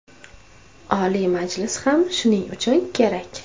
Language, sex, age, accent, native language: Uzbek, female, 25-34, Toshkent viloyati, Uzbek